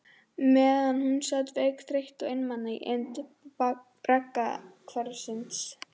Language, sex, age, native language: Icelandic, female, 11, Icelandic